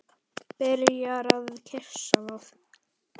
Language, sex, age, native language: Icelandic, male, 10, Icelandic